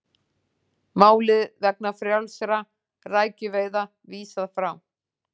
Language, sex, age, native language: Icelandic, female, 40-49, Icelandic